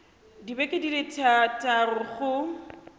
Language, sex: Tswana, female